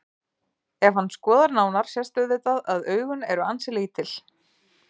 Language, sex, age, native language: Icelandic, female, 30-39, Icelandic